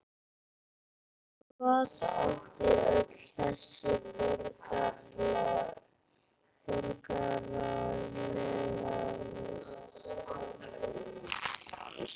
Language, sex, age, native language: Icelandic, male, 13, Icelandic